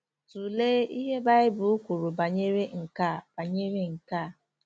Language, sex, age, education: Igbo, female, 15-29, tertiary